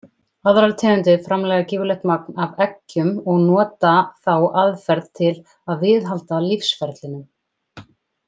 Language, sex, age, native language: Icelandic, female, 20-29, Icelandic